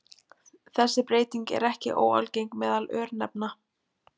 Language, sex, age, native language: Icelandic, female, 20-29, Icelandic